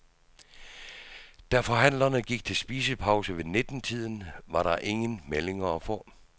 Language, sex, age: Danish, male, 66